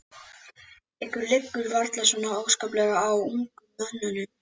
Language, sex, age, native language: Icelandic, male, 11, Icelandic